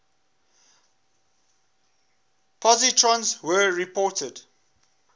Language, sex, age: English, male, 21